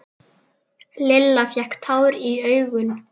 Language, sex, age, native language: Icelandic, female, 10, Icelandic